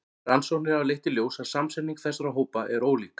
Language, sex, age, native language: Icelandic, male, 40-49, Icelandic